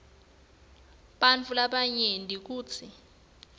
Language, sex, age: Swati, female, 19